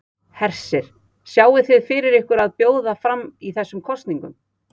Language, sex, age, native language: Icelandic, female, 40-49, Icelandic